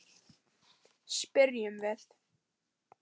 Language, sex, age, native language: Icelandic, female, 10, Icelandic